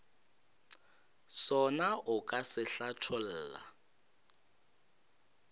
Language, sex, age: Northern Sotho, male, 22